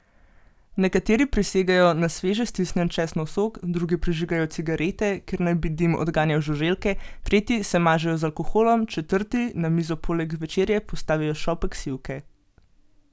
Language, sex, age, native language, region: Slovenian, female, 18-29, Slovenian, Gorenjska region